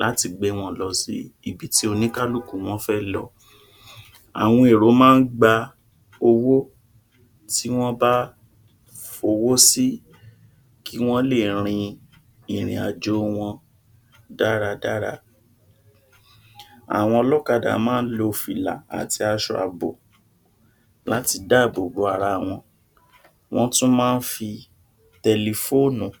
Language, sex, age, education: Yoruba, male, 60+, tertiary